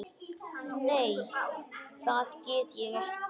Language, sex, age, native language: Icelandic, male, 10, Icelandic